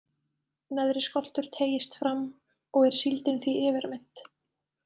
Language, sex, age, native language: Icelandic, female, 20-29, Icelandic